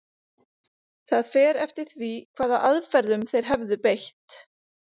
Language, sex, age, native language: Icelandic, female, 30-39, Icelandic